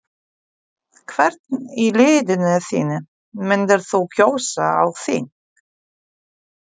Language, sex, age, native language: Icelandic, female, 40-49, Polish